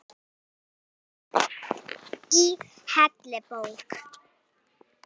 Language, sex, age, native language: Icelandic, female, 9, Icelandic